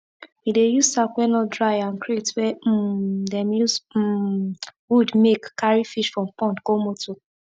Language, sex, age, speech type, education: Nigerian Pidgin, female, 15-29, spontaneous, tertiary